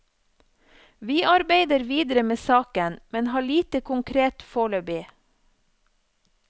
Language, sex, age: Norwegian, female, 34